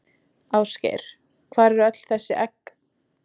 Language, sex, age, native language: Icelandic, female, 20-29, Icelandic